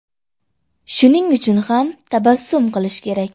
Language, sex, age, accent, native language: Uzbek, female, 18-24, Andijon, Uzbek